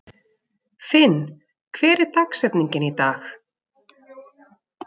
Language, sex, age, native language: Icelandic, female, 40-49, Icelandic